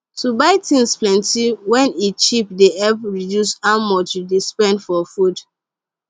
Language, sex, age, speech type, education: Nigerian Pidgin, female, 15-29, spontaneous, secondary